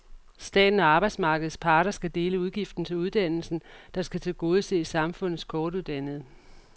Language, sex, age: Danish, female, 44